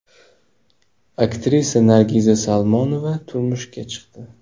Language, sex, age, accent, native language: Uzbek, male, 18-24, Namangan, Uzbek